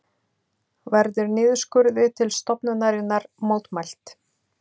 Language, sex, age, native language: Icelandic, female, 30-39, Icelandic